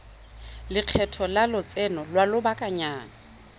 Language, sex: Tswana, female